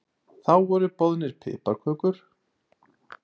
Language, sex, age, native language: Icelandic, male, 30-39, Icelandic